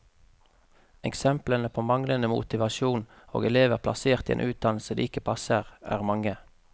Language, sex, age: Norwegian, male, 33